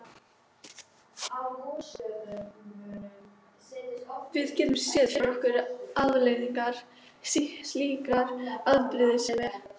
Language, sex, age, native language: Icelandic, female, 12, Icelandic